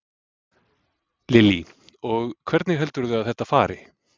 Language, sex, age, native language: Icelandic, male, 40-49, Icelandic